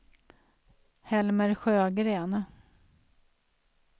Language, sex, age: Swedish, female, 46